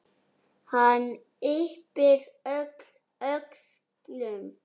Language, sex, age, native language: Icelandic, male, 6, Icelandic